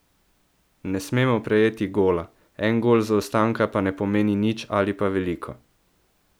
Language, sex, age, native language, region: Slovenian, male, 18-29, Slovenian, Central Slovenia